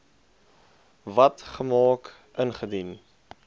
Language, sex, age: Afrikaans, male, 20